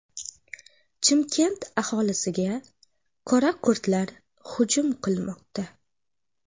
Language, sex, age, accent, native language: Uzbek, female, 18-24, Xorazm, Uzbek